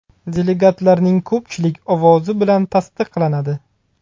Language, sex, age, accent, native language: Uzbek, male, 30-39, Buxoro, Uzbek